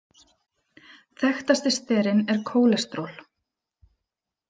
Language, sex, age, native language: Icelandic, female, 30-39, Icelandic